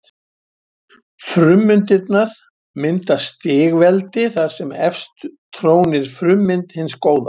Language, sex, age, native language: Icelandic, male, 70-79, Icelandic